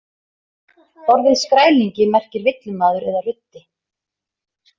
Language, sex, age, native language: Icelandic, female, 30-39, Icelandic